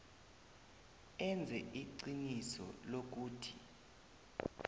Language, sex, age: South Ndebele, male, 20